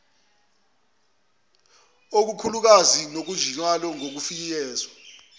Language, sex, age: Zulu, male, 22